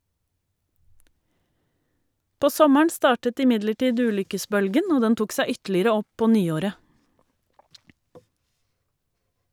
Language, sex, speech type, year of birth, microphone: Norwegian, female, read, 1971, Shure